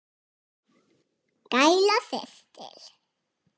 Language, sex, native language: Icelandic, female, Icelandic